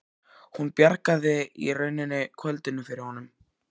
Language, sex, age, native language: Icelandic, male, 14, Icelandic